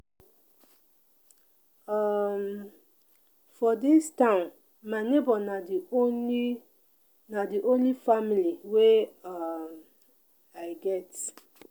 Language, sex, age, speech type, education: Nigerian Pidgin, female, 30-45, spontaneous, tertiary